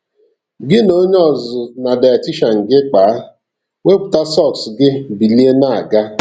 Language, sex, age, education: Igbo, male, 46-60, tertiary